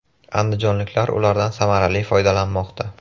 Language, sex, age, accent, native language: Uzbek, male, 18-24, Buxoro, Uzbek